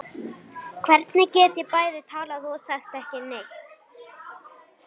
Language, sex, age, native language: Icelandic, female, 18-19, Icelandic